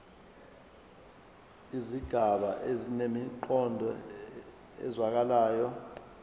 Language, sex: Zulu, male